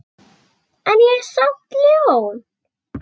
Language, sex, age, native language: Icelandic, female, 6, Icelandic